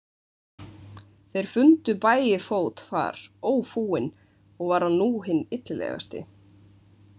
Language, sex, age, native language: Icelandic, female, 20-29, Icelandic